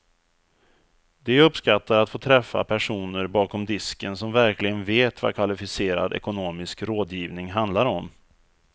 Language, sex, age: Swedish, male, 34